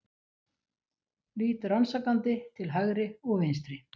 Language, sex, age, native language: Icelandic, female, 60-69, Icelandic